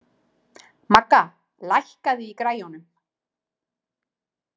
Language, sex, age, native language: Icelandic, female, 30-39, Icelandic